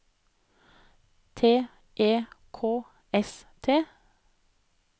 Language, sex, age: Norwegian, female, 30